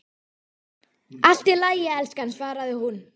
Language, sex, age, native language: Icelandic, female, 12, Icelandic